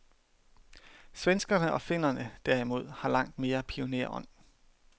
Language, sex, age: Danish, male, 31